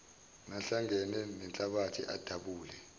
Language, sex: Zulu, male